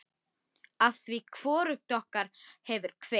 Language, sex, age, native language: Icelandic, female, 10, Icelandic